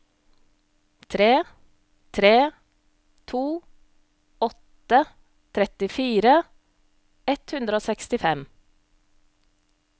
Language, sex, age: Norwegian, female, 35